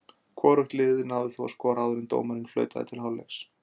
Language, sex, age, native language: Icelandic, male, 40-49, Icelandic